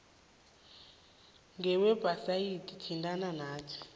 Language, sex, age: South Ndebele, female, 21